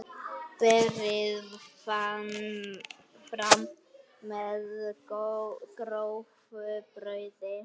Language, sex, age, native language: Icelandic, male, 8, Icelandic